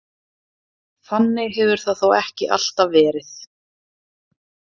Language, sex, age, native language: Icelandic, female, 30-39, Icelandic